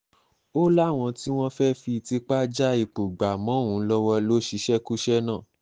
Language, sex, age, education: Yoruba, male, 15-29, tertiary